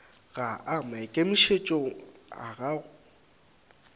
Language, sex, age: Northern Sotho, male, 19